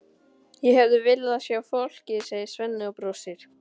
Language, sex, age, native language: Icelandic, male, 12, Icelandic